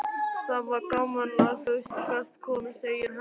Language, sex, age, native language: Icelandic, male, 11, Icelandic